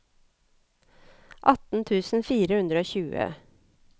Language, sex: Norwegian, female